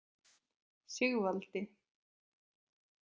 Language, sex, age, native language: Icelandic, female, 20-29, Icelandic